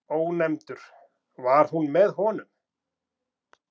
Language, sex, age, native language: Icelandic, male, 40-49, Icelandic